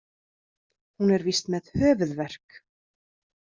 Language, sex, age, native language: Icelandic, female, 30-39, Icelandic